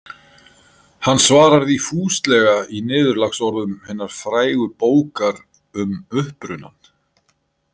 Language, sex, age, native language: Icelandic, male, 50-59, Icelandic